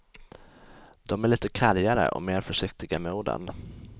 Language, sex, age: Swedish, male, 20